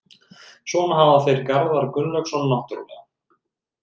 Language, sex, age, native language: Icelandic, male, 30-39, Icelandic